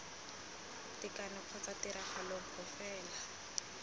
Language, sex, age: Tswana, female, 19